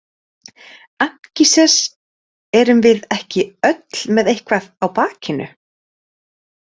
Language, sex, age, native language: Icelandic, female, 30-39, Icelandic